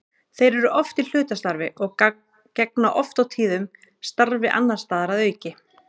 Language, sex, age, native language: Icelandic, female, 30-39, Icelandic